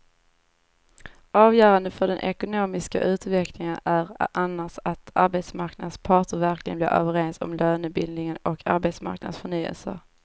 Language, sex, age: Swedish, female, 18